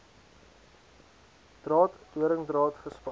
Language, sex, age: Afrikaans, male, 19